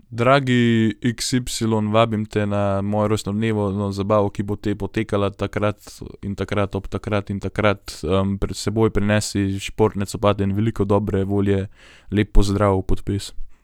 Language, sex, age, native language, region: Slovenian, male, 18-29, Slovenian, Gorenjska region